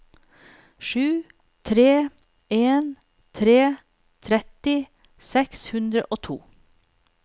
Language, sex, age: Norwegian, female, 48